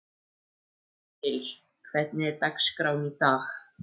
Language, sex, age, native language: Icelandic, male, 14, Icelandic